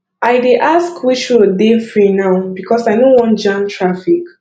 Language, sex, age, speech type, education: Nigerian Pidgin, female, 15-29, spontaneous, tertiary